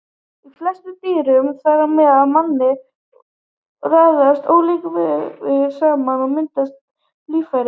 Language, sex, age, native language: Icelandic, female, 18-19, Icelandic